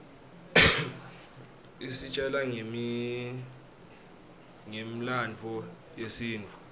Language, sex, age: Swati, male, 20